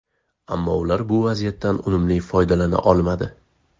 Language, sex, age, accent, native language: Uzbek, male, 18-24, Farg'ona, Uzbek